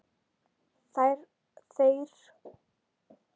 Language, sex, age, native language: Icelandic, female, 10, Icelandic